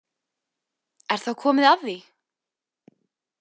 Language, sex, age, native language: Icelandic, female, 20-29, Icelandic